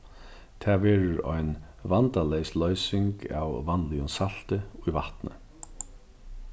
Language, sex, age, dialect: Faroese, male, 36-60, Norðurstreymoy/Eysturoy